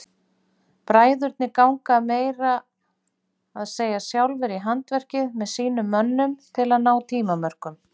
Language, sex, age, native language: Icelandic, female, 40-49, Icelandic